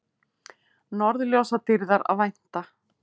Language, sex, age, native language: Icelandic, female, 50-59, Icelandic